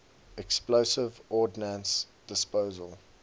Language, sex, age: English, male, 19